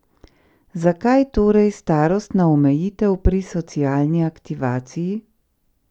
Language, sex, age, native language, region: Slovenian, female, 50-59, Slovenian, Central Slovenia